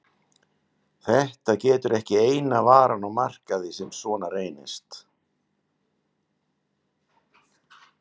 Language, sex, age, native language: Icelandic, male, 50-59, Icelandic